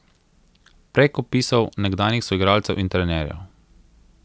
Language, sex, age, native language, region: Slovenian, male, 30-49, Slovenian, Central Slovenia